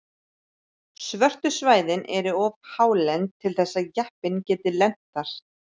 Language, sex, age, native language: Icelandic, female, 30-39, Icelandic